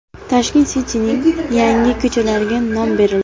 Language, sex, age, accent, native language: Uzbek, female, 18-24, Navoiy, Uzbek